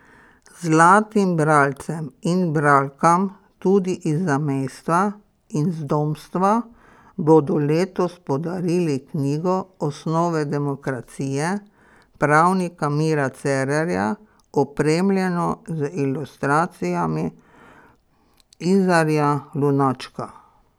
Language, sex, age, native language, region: Slovenian, female, 60+, Slovenian, Pomurje region